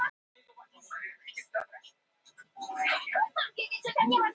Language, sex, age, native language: Icelandic, female, 18-19, Icelandic